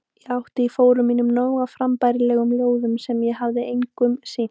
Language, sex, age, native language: Icelandic, female, 18-19, Icelandic